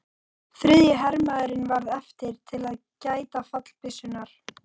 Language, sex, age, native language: Icelandic, female, 40-49, Icelandic